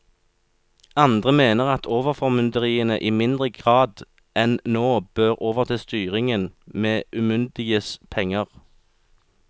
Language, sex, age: Norwegian, male, 36